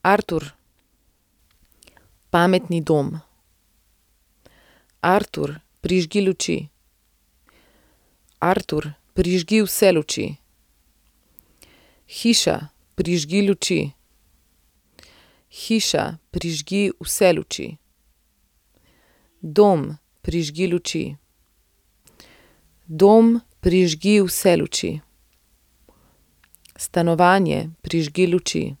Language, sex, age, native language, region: Slovenian, female, 30-49, Slovenian, Central Slovenia